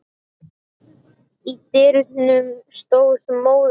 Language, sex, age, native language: Icelandic, male, 10, Icelandic